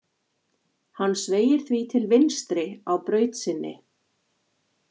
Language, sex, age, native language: Icelandic, female, 40-49, Icelandic